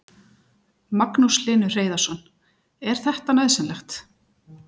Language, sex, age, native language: Icelandic, female, 40-49, Icelandic